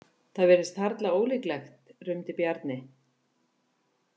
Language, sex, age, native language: Icelandic, female, 50-59, Icelandic